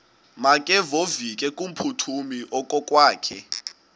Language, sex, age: Xhosa, male, 20